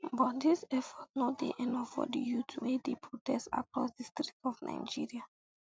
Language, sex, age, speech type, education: Nigerian Pidgin, female, 15-29, spontaneous, secondary